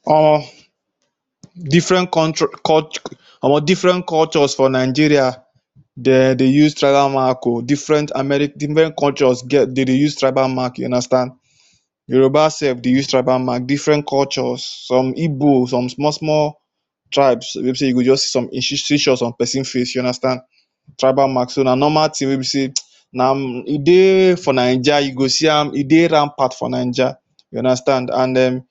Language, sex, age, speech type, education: Nigerian Pidgin, male, 15-29, spontaneous, tertiary